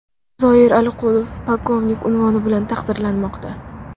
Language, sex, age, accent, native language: Uzbek, female, under 19, Samarqand, Uzbek